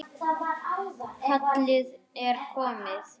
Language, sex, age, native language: Icelandic, male, 10, Icelandic